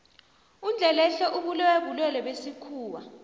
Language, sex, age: South Ndebele, female, 29